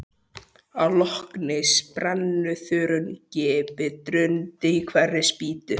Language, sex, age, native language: Icelandic, male, 12, Icelandic